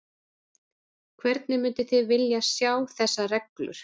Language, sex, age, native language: Icelandic, female, 40-49, Icelandic